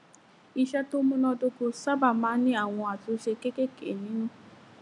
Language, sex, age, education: Yoruba, female, 15-29, tertiary